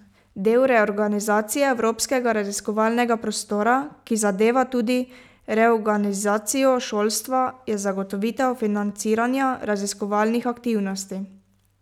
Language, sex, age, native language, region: Slovenian, female, 18-29, Slovenian, Pomurje region